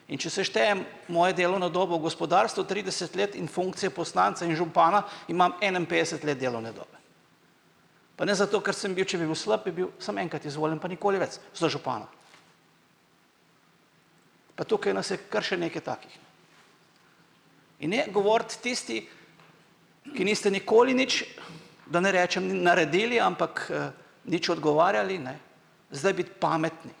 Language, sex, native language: Slovenian, male, Slovenian